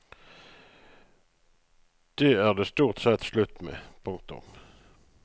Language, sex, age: Norwegian, male, 35